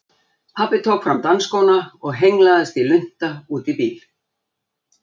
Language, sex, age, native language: Icelandic, female, 60-69, Icelandic